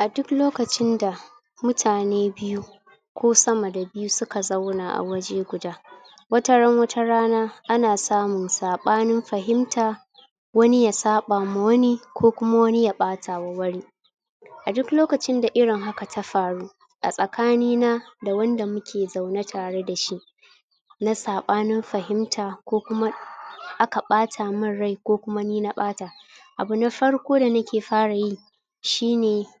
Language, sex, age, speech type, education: Hausa, female, 30-45, spontaneous, tertiary